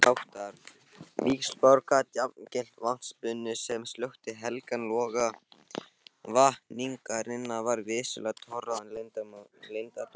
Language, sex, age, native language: Icelandic, male, 18-19, Icelandic